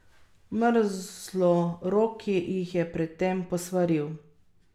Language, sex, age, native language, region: Slovenian, female, 30-49, Slovenian, Carinthia region